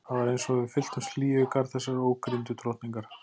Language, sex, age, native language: Icelandic, male, 40-49, Icelandic